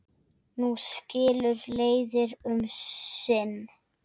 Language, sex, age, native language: Icelandic, female, 7, Icelandic